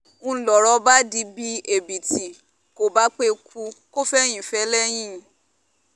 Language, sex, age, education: Yoruba, female, 15-29, tertiary